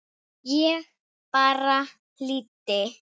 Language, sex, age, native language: Icelandic, female, 7, Icelandic